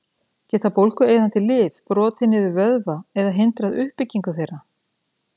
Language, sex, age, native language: Icelandic, female, 30-39, Icelandic